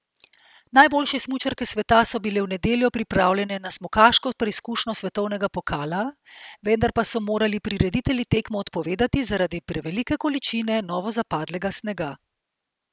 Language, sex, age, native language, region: Slovenian, female, 50-59, Slovenian, Central Slovenia